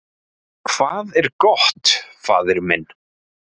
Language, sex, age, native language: Icelandic, male, 30-39, Icelandic